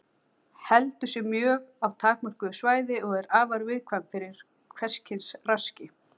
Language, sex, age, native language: Icelandic, female, 40-49, Icelandic